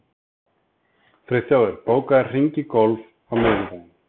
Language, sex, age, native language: Icelandic, male, 30-39, Icelandic